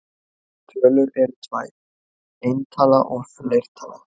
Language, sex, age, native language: Icelandic, female, 20-29, Icelandic